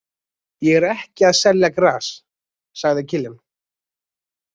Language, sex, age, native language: Icelandic, male, 20-29, Icelandic